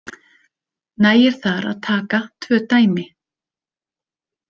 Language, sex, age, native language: Icelandic, female, 30-39, Icelandic